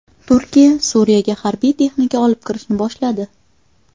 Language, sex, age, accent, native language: Uzbek, female, 18-24, Qashqadaryo, Uzbek